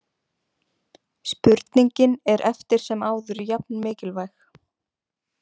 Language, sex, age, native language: Icelandic, female, 20-29, Icelandic